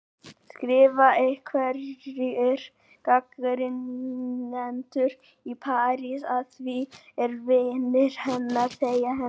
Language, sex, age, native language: Icelandic, male, 18-19, Icelandic